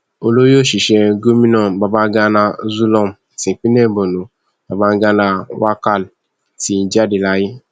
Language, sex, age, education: Yoruba, male, 15-29, tertiary